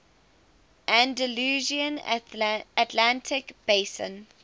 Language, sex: English, female